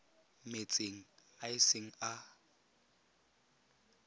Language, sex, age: Tswana, male, 20